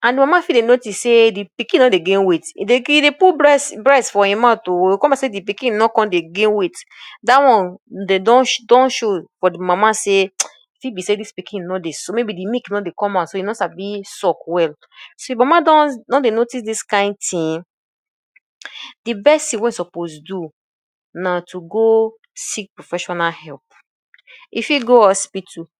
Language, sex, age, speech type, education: Nigerian Pidgin, female, 30-45, spontaneous, tertiary